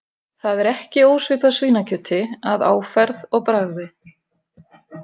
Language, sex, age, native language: Icelandic, female, 50-59, Icelandic